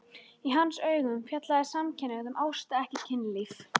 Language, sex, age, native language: Icelandic, female, 13, Icelandic